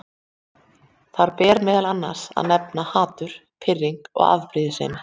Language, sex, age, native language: Icelandic, female, 40-49, Icelandic